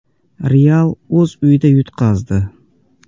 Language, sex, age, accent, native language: Uzbek, male, 18-24, Andijon, Uzbek